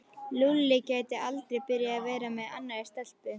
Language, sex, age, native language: Icelandic, female, 11, Icelandic